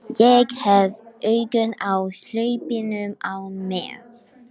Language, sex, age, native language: Icelandic, female, 12, Icelandic